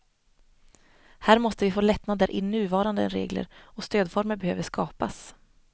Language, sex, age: Swedish, female, 25